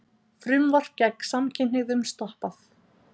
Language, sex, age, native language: Icelandic, female, 30-39, Icelandic